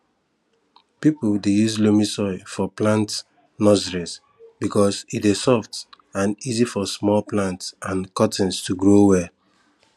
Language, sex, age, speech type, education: Nigerian Pidgin, male, 15-29, spontaneous, tertiary